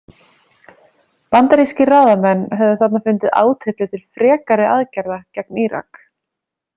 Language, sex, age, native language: Icelandic, female, 30-39, Icelandic